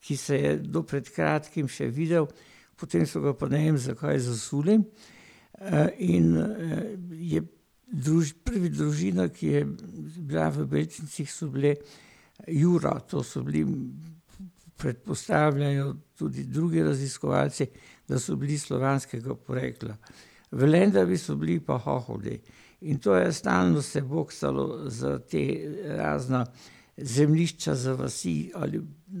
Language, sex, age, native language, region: Slovenian, male, 60+, Slovenian, Pomurje region